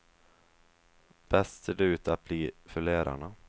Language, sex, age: Swedish, male, 23